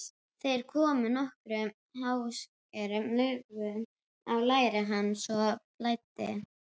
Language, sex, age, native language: Icelandic, female, 12, Icelandic